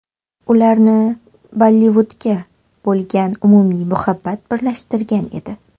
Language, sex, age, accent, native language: Uzbek, female, 18-24, Toshkent shahri, Uzbek